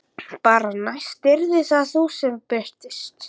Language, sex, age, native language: Icelandic, male, 11, Icelandic